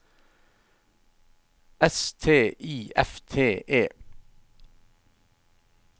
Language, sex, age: Norwegian, male, 51